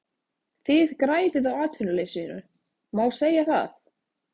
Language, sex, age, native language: Icelandic, female, 20-29, Icelandic